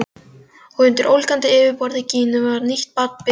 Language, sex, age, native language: Icelandic, female, 12, Icelandic